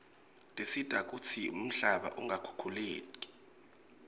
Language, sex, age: Swati, male, 21